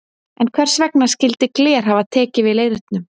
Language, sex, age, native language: Icelandic, female, 30-39, Icelandic